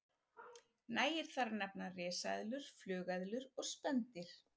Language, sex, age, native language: Icelandic, female, 40-49, Icelandic